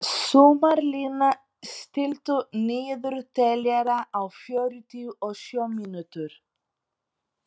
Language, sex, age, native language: Icelandic, female, 40-49, Portuguese